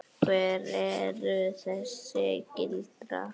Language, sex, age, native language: Icelandic, female, 8, Icelandic